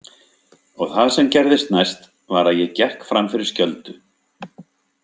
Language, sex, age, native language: Icelandic, male, 50-59, Icelandic